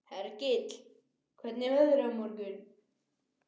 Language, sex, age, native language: Icelandic, male, 13, Icelandic